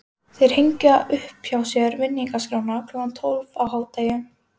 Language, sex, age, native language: Icelandic, female, 12, Icelandic